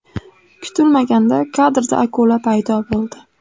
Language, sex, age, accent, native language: Uzbek, female, under 19, Andijon, Uzbek